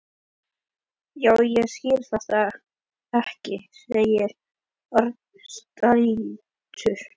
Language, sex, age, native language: Icelandic, male, 11, Icelandic